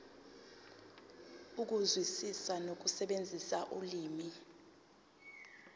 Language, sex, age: Zulu, female, 22